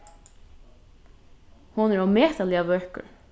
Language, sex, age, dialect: Faroese, female, 15-35, Norðurstreymoy/Eysturoy